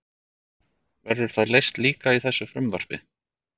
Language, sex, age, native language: Icelandic, male, 40-49, Icelandic